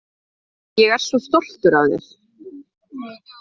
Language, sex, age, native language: Icelandic, female, 20-29, Icelandic